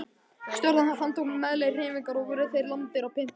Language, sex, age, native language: Icelandic, female, 50-59, Icelandic